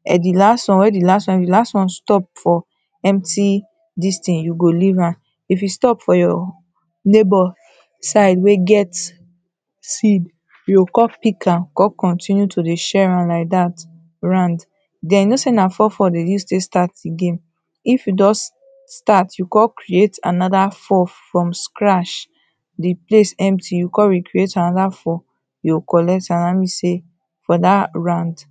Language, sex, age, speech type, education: Nigerian Pidgin, female, 30-45, spontaneous, tertiary